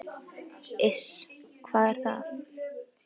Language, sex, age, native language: Icelandic, female, 18-19, Icelandic